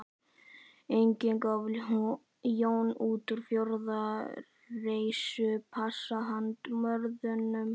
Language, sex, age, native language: Icelandic, male, 11, Icelandic